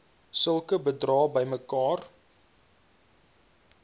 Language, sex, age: Afrikaans, male, 22